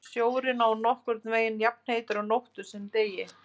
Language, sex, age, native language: Icelandic, female, 30-39, Icelandic